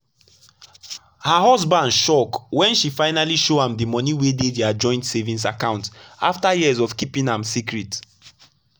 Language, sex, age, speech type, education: Nigerian Pidgin, male, 15-29, spontaneous, tertiary